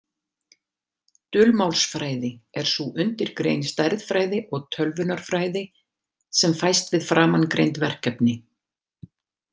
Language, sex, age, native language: Icelandic, female, 50-59, Icelandic